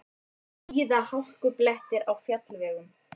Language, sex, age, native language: Icelandic, female, 30-39, Icelandic